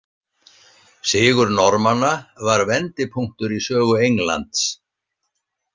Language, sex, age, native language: Icelandic, male, 60-69, Icelandic